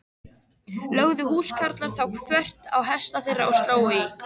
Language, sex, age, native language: Icelandic, female, 13, Icelandic